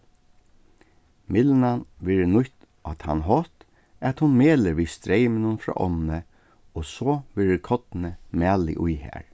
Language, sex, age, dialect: Faroese, male, 36-60, Suðurstreymoy